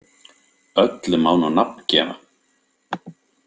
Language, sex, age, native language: Icelandic, male, 50-59, Icelandic